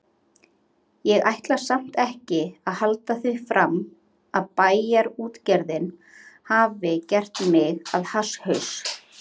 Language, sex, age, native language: Icelandic, female, 30-39, Icelandic